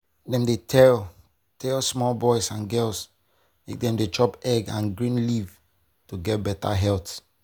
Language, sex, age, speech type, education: Nigerian Pidgin, male, 30-45, spontaneous, tertiary